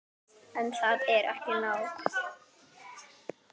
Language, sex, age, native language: Icelandic, female, 10, Icelandic